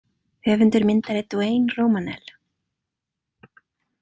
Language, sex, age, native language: Icelandic, female, 30-39, Icelandic